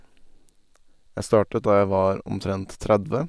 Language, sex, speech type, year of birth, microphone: Norwegian, male, spontaneous, 1990, Sennheiser